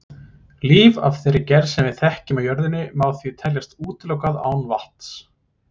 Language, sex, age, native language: Icelandic, male, 30-39, Icelandic